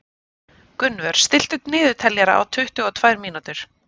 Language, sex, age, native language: Icelandic, female, 30-39, Icelandic